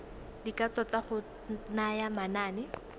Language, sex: Tswana, female